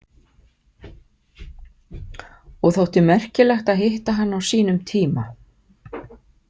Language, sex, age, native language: Icelandic, female, 50-59, Icelandic